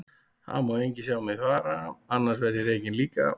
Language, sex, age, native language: Icelandic, male, 40-49, Icelandic